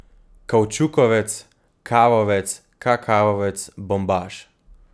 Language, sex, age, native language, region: Slovenian, male, 18-29, Slovenian, Gorenjska region